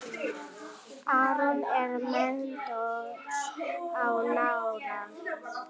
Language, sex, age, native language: Icelandic, female, 9, Icelandic